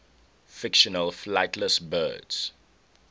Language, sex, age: English, male, 21